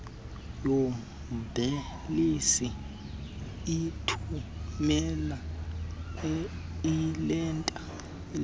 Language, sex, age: Xhosa, male, 19